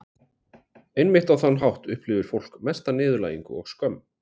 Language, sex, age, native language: Icelandic, male, 40-49, Icelandic